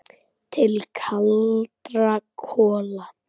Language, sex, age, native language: Icelandic, male, 10, Icelandic